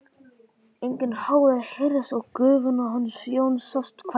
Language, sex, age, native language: Icelandic, male, 11, Icelandic